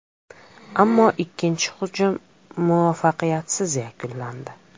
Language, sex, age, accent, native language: Uzbek, female, 25-34, Farg'ona, Uzbek